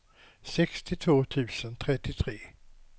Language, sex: Swedish, male